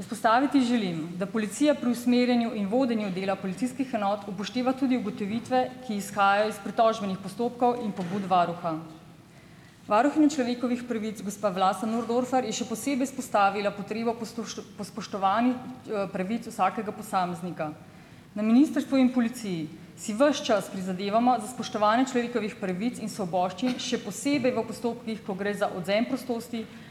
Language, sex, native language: Slovenian, female, Slovenian